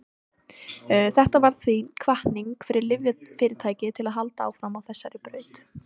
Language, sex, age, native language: Icelandic, female, 18-19, Icelandic